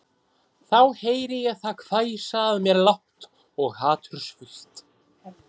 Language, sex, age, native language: Icelandic, male, 30-39, Icelandic